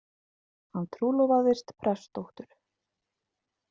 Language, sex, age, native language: Icelandic, female, 30-39, Icelandic